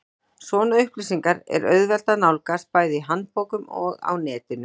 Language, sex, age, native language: Icelandic, female, 40-49, Icelandic